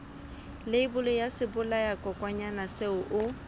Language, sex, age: Southern Sotho, female, 25